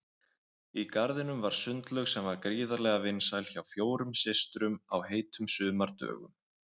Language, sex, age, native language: Icelandic, male, 20-29, Icelandic